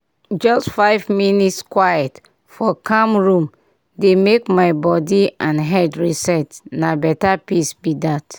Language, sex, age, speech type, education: Nigerian Pidgin, female, 30-45, spontaneous, tertiary